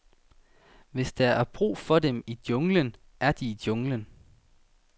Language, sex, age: Danish, male, 19